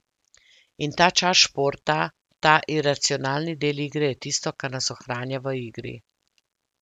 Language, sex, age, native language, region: Slovenian, female, 50-59, Slovenian, Central Slovenia